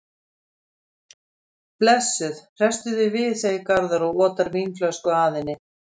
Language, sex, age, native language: Icelandic, female, 60-69, Icelandic